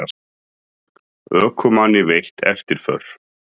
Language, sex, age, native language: Icelandic, male, 30-39, Icelandic